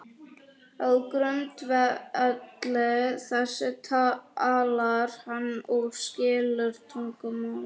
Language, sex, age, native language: Icelandic, female, 40-49, Icelandic